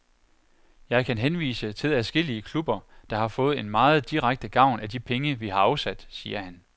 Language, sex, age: Danish, male, 41